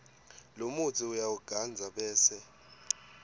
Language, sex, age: Swati, male, 18